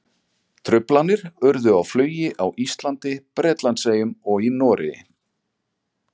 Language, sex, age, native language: Icelandic, male, 40-49, Icelandic